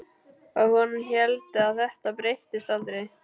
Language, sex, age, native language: Icelandic, male, 12, Icelandic